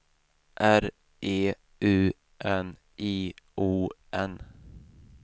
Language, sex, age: Swedish, male, 28